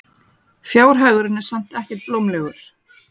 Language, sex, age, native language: Icelandic, female, 40-49, Icelandic